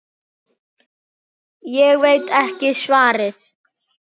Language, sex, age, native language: Icelandic, female, 8, Icelandic